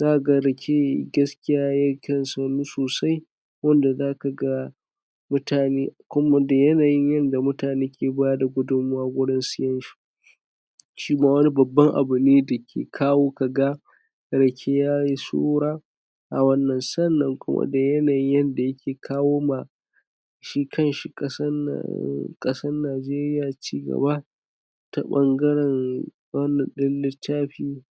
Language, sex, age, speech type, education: Hausa, male, 46-60, spontaneous, tertiary